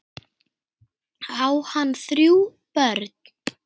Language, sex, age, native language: Icelandic, female, 8, Icelandic